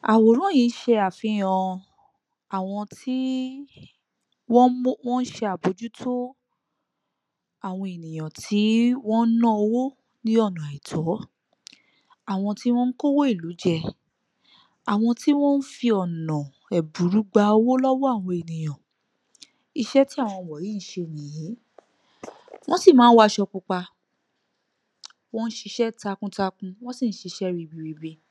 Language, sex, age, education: Yoruba, female, 30-45, tertiary